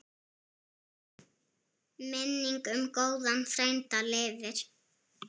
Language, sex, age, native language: Icelandic, female, 7, Icelandic